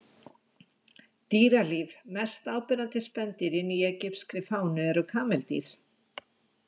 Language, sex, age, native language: Icelandic, female, 60-69, Icelandic